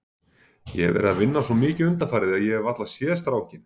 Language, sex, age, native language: Icelandic, male, 40-49, Icelandic